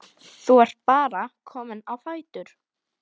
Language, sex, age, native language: Icelandic, female, 12, Icelandic